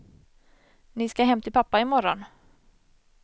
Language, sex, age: Swedish, female, 27